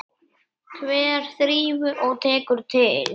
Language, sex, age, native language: Icelandic, male, 8, Icelandic